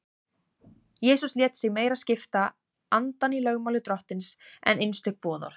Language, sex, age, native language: Icelandic, female, 18-19, Icelandic